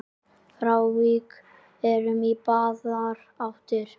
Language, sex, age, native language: Icelandic, male, 10, Icelandic